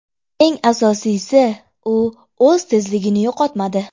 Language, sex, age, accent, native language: Uzbek, female, 18-24, Andijon, Uzbek